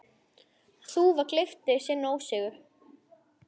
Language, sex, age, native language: Icelandic, male, 9, Icelandic